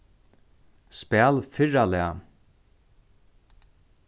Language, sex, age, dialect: Faroese, male, 36-60, Norðurstreymoy/Eysturoy